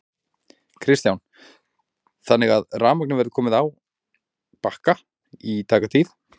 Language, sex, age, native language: Icelandic, male, 40-49, Icelandic